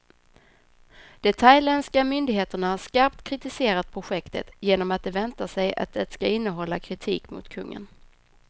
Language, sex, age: Swedish, female, 26